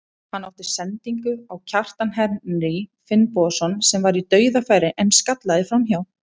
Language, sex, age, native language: Icelandic, female, 30-39, Icelandic